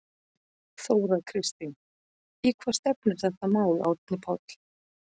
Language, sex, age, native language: Icelandic, female, 40-49, Icelandic